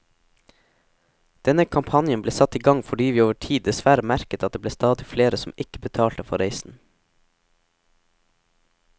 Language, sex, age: Norwegian, male, 17